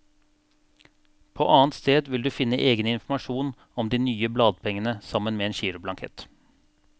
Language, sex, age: Norwegian, male, 42